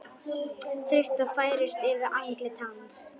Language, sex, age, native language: Icelandic, female, 10, Icelandic